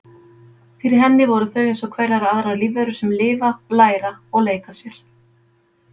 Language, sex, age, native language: Icelandic, female, 50-59, Icelandic